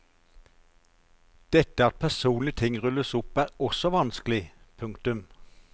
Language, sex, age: Norwegian, male, 54